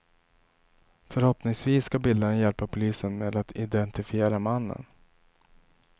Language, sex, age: Swedish, male, 27